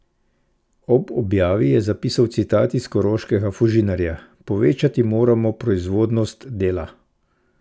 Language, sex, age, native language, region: Slovenian, male, 50-59, Slovenian, Central Slovenia